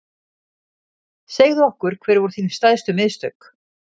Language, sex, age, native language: Icelandic, female, 50-59, Icelandic